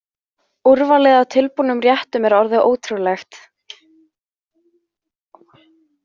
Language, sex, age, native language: Icelandic, female, 15, Icelandic